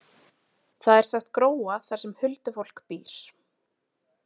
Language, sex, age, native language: Icelandic, female, 20-29, Icelandic